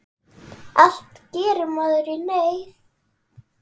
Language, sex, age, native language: Icelandic, female, 9, Icelandic